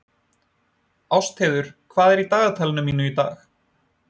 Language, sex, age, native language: Icelandic, male, 20-29, Icelandic